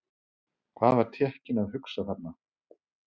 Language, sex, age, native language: Icelandic, male, 30-39, Icelandic